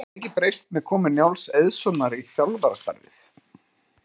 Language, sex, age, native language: Icelandic, male, 30-39, Icelandic